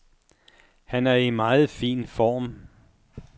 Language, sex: Danish, male